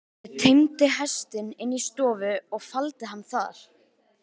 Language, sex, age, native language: Icelandic, male, 13, Icelandic